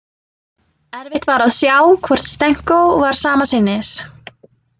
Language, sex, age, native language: Icelandic, female, 20-29, Icelandic